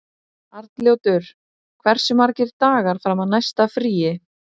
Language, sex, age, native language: Icelandic, female, 30-39, Icelandic